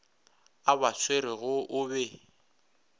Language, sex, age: Northern Sotho, male, 26